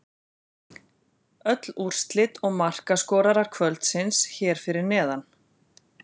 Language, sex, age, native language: Icelandic, female, 40-49, Icelandic